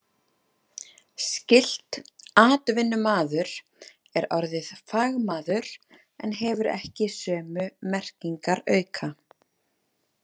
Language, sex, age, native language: Icelandic, female, 30-39, Icelandic